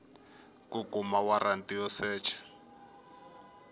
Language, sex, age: Tsonga, male, 21